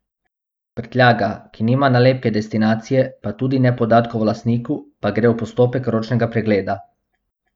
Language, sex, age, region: Slovenian, male, 18-29, Abroad